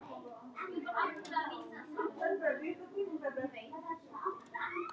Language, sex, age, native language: Icelandic, male, 9, Icelandic